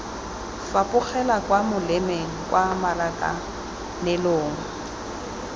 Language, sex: Tswana, female